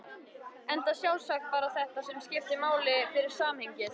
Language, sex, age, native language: Icelandic, female, 13, Icelandic